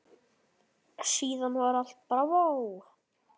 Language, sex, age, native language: Icelandic, male, 9, Icelandic